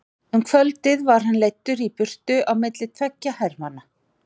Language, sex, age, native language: Icelandic, male, 40-49, Icelandic